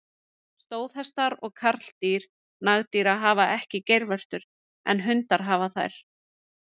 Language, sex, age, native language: Icelandic, female, 30-39, Icelandic